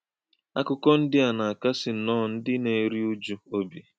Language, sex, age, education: Igbo, male, 15-29, tertiary